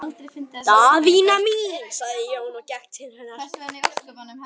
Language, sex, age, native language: Icelandic, male, 11, Icelandic